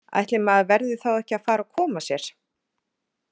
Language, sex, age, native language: Icelandic, female, 40-49, Icelandic